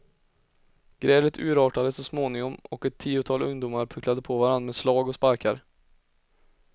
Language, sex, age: Swedish, male, 20